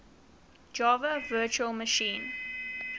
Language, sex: English, female